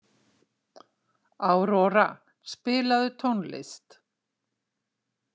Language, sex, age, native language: Icelandic, female, 60-69, Icelandic